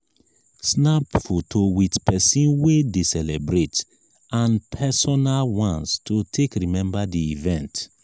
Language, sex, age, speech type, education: Nigerian Pidgin, male, 15-29, spontaneous, tertiary